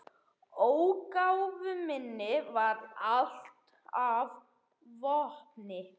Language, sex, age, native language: Icelandic, male, 11, Icelandic